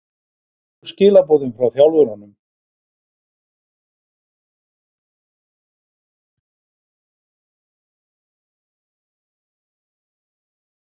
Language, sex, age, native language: Icelandic, male, 60-69, Icelandic